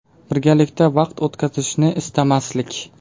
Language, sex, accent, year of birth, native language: Uzbek, male, Qashqadaryo, 2000, Uzbek